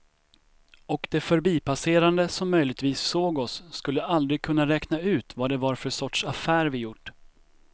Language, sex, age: Swedish, male, 25